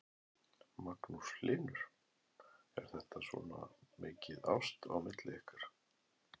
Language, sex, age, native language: Icelandic, male, 11, Icelandic